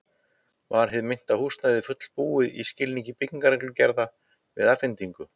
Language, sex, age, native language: Icelandic, male, 50-59, Icelandic